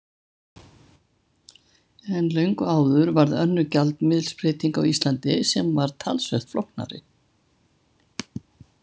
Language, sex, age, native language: Icelandic, female, 70-79, Icelandic